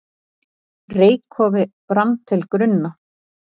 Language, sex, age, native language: Icelandic, female, 40-49, Icelandic